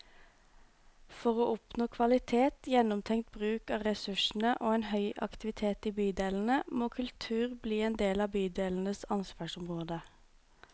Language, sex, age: Norwegian, female, 26